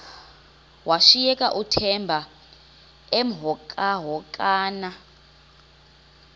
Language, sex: Xhosa, female